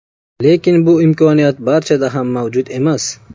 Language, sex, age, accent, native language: Uzbek, male, 25-34, Namangan, Uzbek